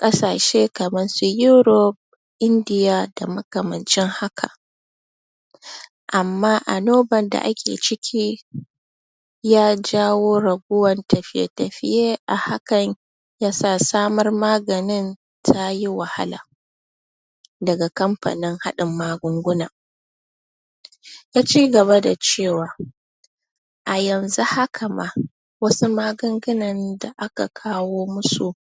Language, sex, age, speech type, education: Hausa, female, 30-45, spontaneous, tertiary